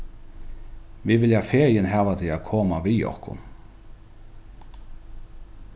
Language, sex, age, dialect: Faroese, male, 36-60, Norðuroyggjar